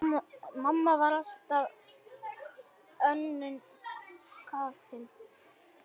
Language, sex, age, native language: Icelandic, male, 9, Icelandic